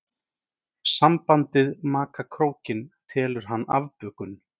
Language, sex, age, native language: Icelandic, male, 30-39, Icelandic